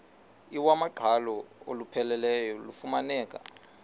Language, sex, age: Xhosa, male, 38